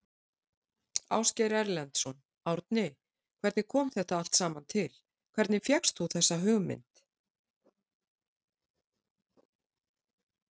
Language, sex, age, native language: Icelandic, female, 60-69, Icelandic